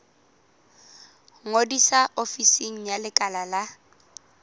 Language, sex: Southern Sotho, female